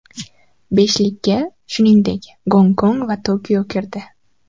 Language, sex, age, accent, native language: Uzbek, female, 12-17, Farg'ona, Uzbek